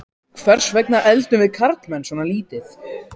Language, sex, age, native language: Icelandic, other, 14, Icelandic